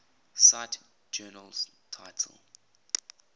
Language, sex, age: English, male, 20